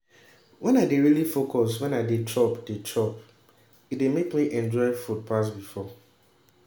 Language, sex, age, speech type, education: Nigerian Pidgin, male, 15-29, spontaneous, tertiary